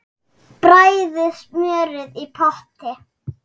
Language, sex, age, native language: Icelandic, female, 6, Icelandic